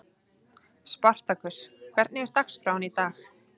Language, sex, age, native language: Icelandic, female, 30-39, Icelandic